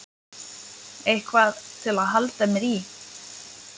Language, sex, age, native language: Icelandic, female, 20-29, Lithuanian